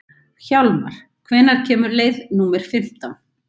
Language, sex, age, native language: Icelandic, female, 50-59, Icelandic